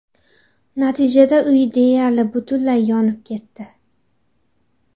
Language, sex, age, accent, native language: Uzbek, female, 18-24, Xorazm, Uzbek